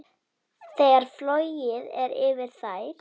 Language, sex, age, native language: Icelandic, female, 10, Icelandic